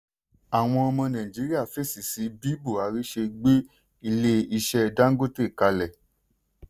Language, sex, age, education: Yoruba, male, 15-29, tertiary